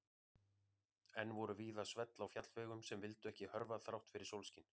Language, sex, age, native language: Icelandic, male, 40-49, Icelandic